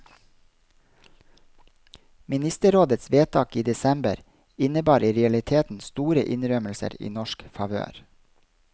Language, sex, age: Norwegian, male, 32